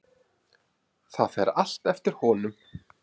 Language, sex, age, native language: Icelandic, male, 30-39, Icelandic